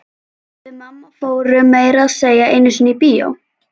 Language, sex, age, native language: Icelandic, female, 11, Icelandic